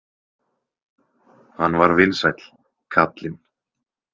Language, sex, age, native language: Icelandic, male, 20-29, Icelandic